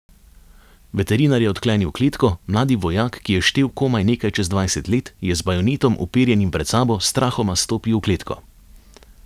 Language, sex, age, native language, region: Slovenian, male, 30-49, Slovenian, Savinja region